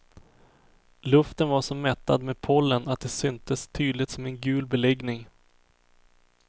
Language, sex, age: Swedish, male, 24